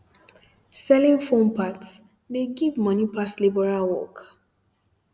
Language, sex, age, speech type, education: Nigerian Pidgin, female, 15-29, spontaneous, tertiary